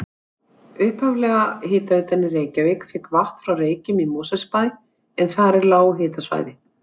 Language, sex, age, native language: Icelandic, female, 60-69, Icelandic